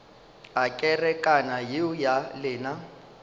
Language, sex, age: Northern Sotho, male, 35